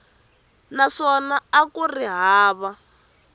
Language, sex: Tsonga, female